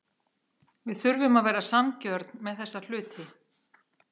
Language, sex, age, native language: Icelandic, female, 40-49, Icelandic